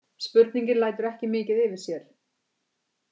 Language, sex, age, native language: Icelandic, female, 50-59, Icelandic